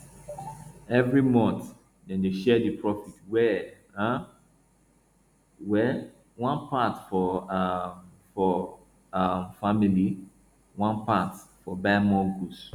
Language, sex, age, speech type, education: Nigerian Pidgin, male, 30-45, spontaneous, tertiary